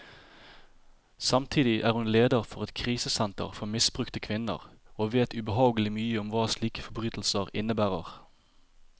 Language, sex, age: Norwegian, male, 30